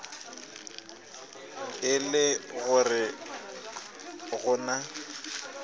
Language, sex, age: Northern Sotho, female, 22